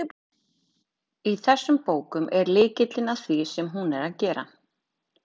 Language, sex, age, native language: Icelandic, female, 30-39, Icelandic